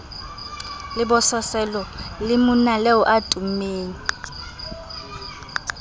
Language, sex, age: Southern Sotho, female, 27